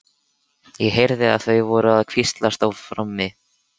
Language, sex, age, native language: Icelandic, male, 13, Icelandic